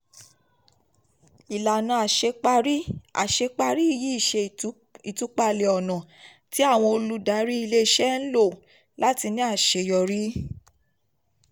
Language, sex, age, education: Yoruba, female, 15-29, tertiary